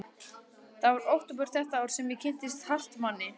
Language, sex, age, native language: Icelandic, male, 11, Icelandic